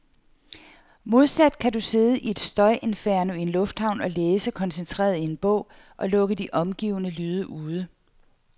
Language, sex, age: Danish, female, 48